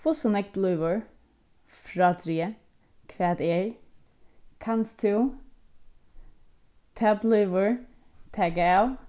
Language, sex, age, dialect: Faroese, female, 15-35, Suðurstreymoy